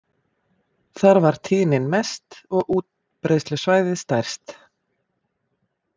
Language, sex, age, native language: Icelandic, female, 40-49, Icelandic